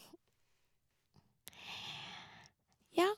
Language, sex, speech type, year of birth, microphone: Norwegian, female, spontaneous, 1986, Shure